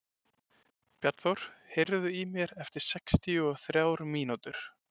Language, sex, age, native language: Icelandic, male, 20-29, Icelandic